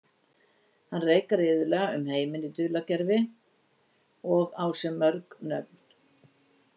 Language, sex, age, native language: Icelandic, female, 60-69, Icelandic